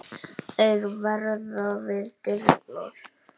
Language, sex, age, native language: Icelandic, male, 9, Icelandic